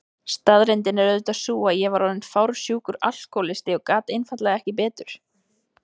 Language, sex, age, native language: Icelandic, female, 20-29, Icelandic